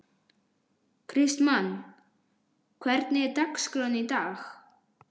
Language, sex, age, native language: Icelandic, male, 12, Icelandic